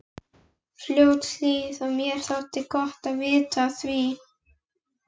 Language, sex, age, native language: Icelandic, female, 11, Icelandic